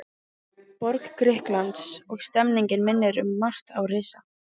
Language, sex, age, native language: Icelandic, female, 15, Icelandic